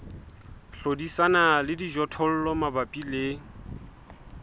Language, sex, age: Southern Sotho, male, 20